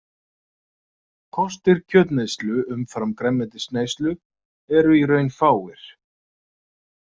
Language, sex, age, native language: Icelandic, male, 30-39, Icelandic